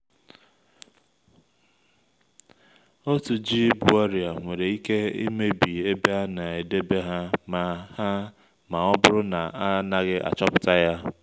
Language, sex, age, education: Igbo, male, 30-45, tertiary